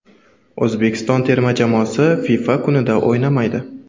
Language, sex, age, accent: Uzbek, male, 18-24, Qoraqalpog'iston